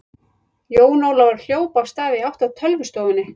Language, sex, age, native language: Icelandic, female, 40-49, Icelandic